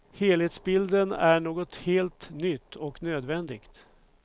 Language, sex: Swedish, male